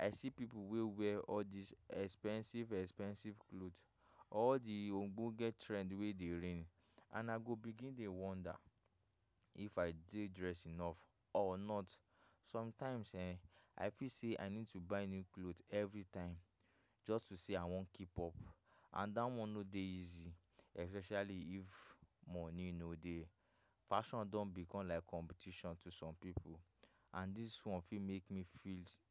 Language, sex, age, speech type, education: Nigerian Pidgin, male, 15-29, spontaneous, tertiary